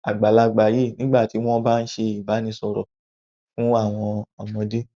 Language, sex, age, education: Yoruba, male, 30-45, tertiary